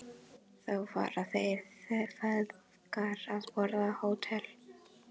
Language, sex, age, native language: Icelandic, female, 12, Icelandic